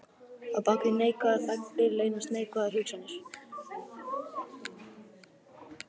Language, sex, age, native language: Icelandic, male, 11, Icelandic